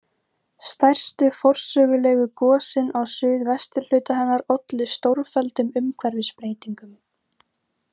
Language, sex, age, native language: Icelandic, female, 18-19, Icelandic